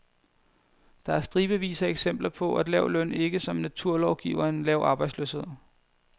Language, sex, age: Danish, male, 21